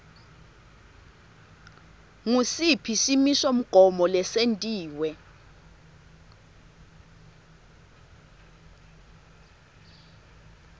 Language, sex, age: Swati, female, 20